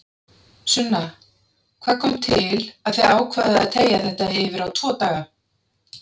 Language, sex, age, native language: Icelandic, female, 30-39, Icelandic